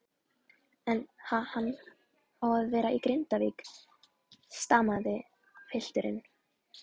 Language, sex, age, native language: Icelandic, female, 11, Icelandic